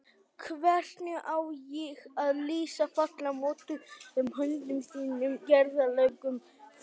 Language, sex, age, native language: Icelandic, male, 18-19, Icelandic